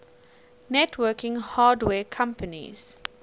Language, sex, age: English, female, 19